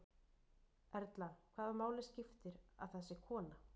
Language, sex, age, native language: Icelandic, female, 40-49, Icelandic